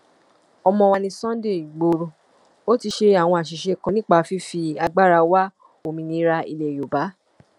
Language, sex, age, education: Yoruba, female, 15-29, tertiary